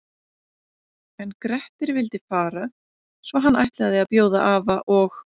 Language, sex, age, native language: Icelandic, female, 30-39, Icelandic